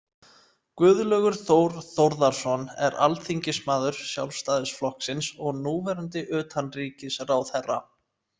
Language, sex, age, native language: Icelandic, male, 30-39, Icelandic